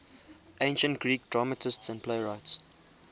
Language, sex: English, male